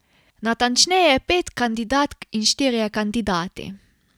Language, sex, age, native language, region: Slovenian, female, 18-29, Slovenian, Carinthia region